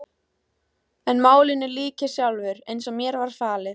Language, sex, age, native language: Icelandic, female, 14, Icelandic